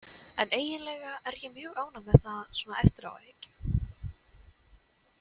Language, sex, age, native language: Icelandic, female, 20-29, Icelandic